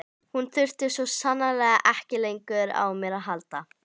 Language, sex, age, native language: Icelandic, female, 11, Icelandic